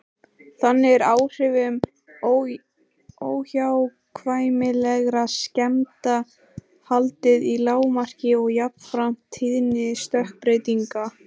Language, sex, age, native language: Icelandic, female, 18-19, Icelandic